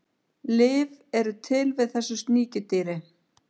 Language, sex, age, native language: Icelandic, female, 50-59, Icelandic